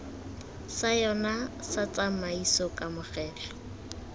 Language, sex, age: Tswana, female, 18